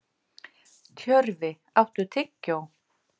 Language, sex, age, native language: Icelandic, female, 50-59, Icelandic